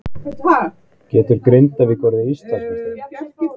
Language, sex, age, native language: Icelandic, male, 20-29, Icelandic